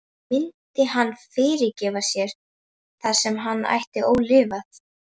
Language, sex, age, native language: Icelandic, female, 11, Icelandic